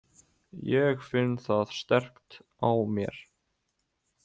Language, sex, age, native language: Icelandic, male, 18-19, Icelandic